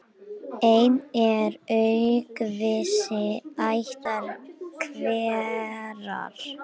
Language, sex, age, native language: Icelandic, male, 18-19, Icelandic